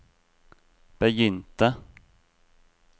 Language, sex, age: Norwegian, male, 26